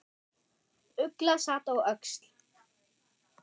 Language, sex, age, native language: Icelandic, male, 6, German